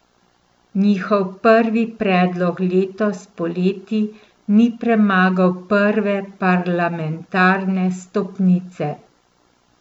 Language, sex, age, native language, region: Slovenian, female, 50-59, Slovenian, Central Slovenia